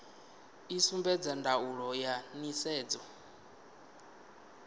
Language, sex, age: Venda, male, 19